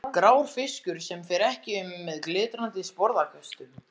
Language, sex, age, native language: Icelandic, other, 14, Icelandic